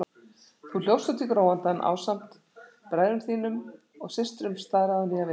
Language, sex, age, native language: Icelandic, female, 60-69, Icelandic